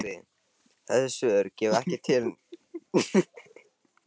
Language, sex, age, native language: Icelandic, male, 18-19, Icelandic